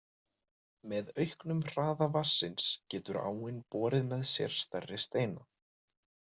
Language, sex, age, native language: Icelandic, male, 20-29, Icelandic